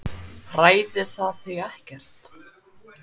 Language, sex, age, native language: Icelandic, male, 10, Icelandic